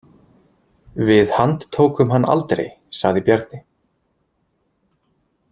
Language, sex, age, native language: Icelandic, male, 20-29, Icelandic